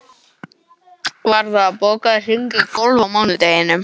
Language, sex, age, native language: Icelandic, male, 11, English